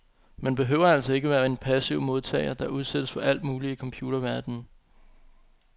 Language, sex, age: Danish, male, 25